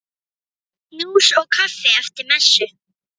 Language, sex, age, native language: Icelandic, female, 9, Icelandic